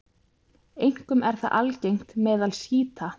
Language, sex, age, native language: Icelandic, female, 20-29, Icelandic